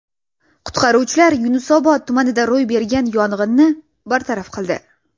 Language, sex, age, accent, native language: Uzbek, female, 19-29, Toshkent viloyati, Russian